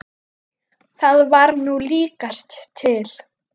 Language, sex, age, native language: Icelandic, female, 9, Icelandic